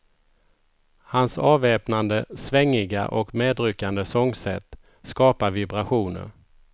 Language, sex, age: Swedish, male, 51